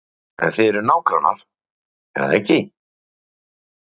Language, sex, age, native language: Icelandic, male, 40-49, Icelandic